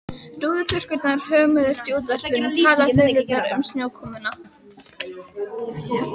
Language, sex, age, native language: Icelandic, female, 12, Icelandic